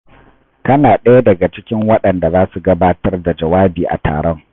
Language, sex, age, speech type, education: Hausa, male, 30-45, read, tertiary